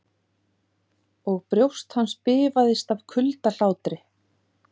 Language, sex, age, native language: Icelandic, female, 50-59, Icelandic